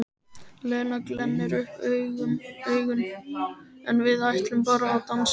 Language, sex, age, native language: Icelandic, male, 13, Icelandic